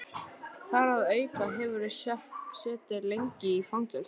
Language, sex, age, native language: Icelandic, male, 11, Icelandic